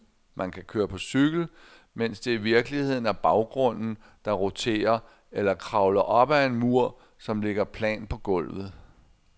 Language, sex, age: Danish, male, 60